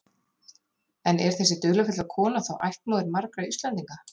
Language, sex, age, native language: Icelandic, female, 30-39, Icelandic